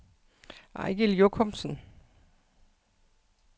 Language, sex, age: Danish, female, 55